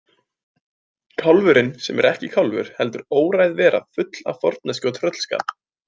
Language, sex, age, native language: Icelandic, male, 20-29, Icelandic